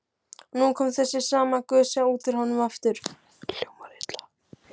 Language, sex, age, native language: Icelandic, male, 12, Icelandic